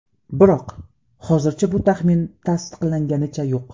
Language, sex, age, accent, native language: Uzbek, male, 18-24, Qashqadaryo, Uzbek